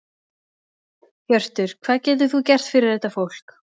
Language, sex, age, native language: Icelandic, female, 20-29, Icelandic